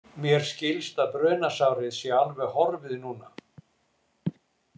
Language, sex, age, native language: Icelandic, male, 60-69, Icelandic